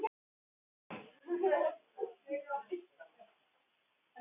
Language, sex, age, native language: Icelandic, male, 12, Icelandic